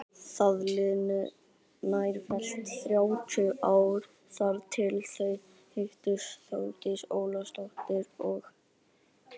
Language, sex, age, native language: Icelandic, female, 60-69, Icelandic